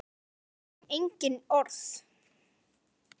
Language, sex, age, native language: Icelandic, female, 10, Icelandic